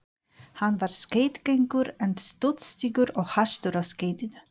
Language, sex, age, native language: Icelandic, female, 40-49, Polish